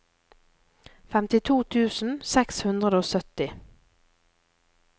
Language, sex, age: Norwegian, female, 24